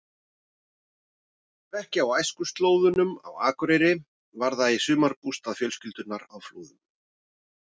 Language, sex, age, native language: Icelandic, male, 40-49, Icelandic